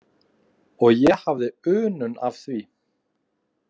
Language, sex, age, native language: Icelandic, male, 20-29, Icelandic